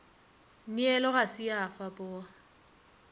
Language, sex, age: Northern Sotho, female, 30